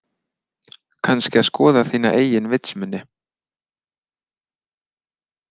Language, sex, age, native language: Icelandic, male, 30-39, Icelandic